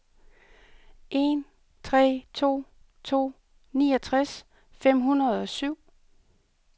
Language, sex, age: Danish, female, 38